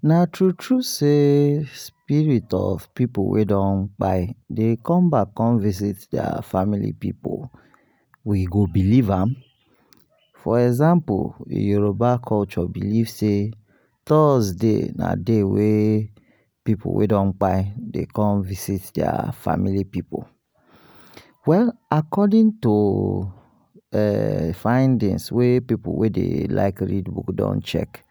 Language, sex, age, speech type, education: Nigerian Pidgin, male, 30-45, spontaneous, tertiary